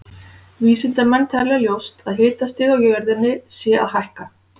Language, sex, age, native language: Icelandic, female, 40-49, Icelandic